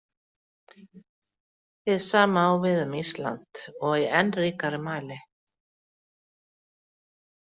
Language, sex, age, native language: Icelandic, female, 40-49, Icelandic